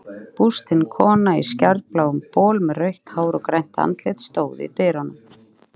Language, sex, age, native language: Icelandic, female, 30-39, Icelandic